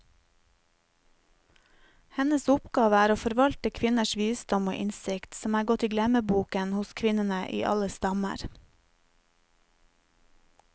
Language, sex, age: Norwegian, female, 30